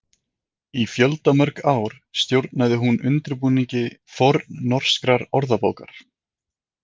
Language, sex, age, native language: Icelandic, male, 20-29, Icelandic